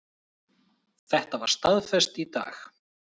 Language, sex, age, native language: Icelandic, male, 30-39, Icelandic